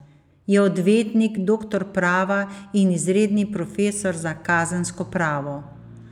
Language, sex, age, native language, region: Slovenian, female, 50-59, Slovenian, Savinja region